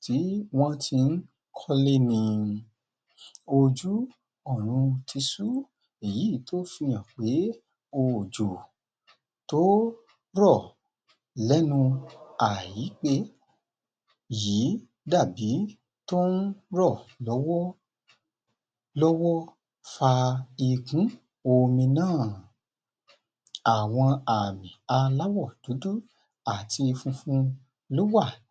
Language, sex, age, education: Yoruba, male, 30-45, tertiary